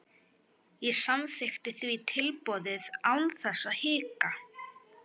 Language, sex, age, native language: Icelandic, female, 11, Icelandic